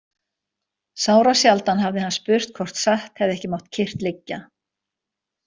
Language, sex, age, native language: Icelandic, female, 60-69, Icelandic